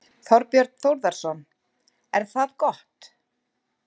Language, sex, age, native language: Icelandic, female, 40-49, Icelandic